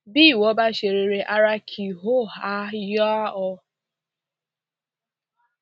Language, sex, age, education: Yoruba, female, 46-60, secondary